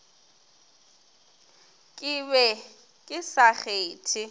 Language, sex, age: Northern Sotho, female, 21